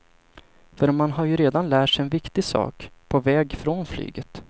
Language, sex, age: Swedish, male, 25